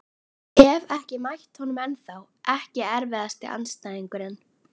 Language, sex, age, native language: Icelandic, female, 11, Icelandic